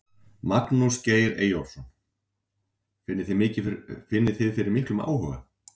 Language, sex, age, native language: Icelandic, male, 40-49, Icelandic